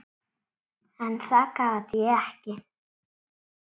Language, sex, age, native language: Icelandic, female, 7, Icelandic